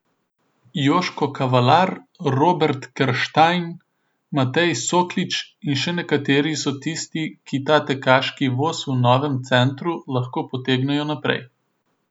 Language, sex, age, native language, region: Slovenian, male, 18-29, Slovenian, Southeast Slovenia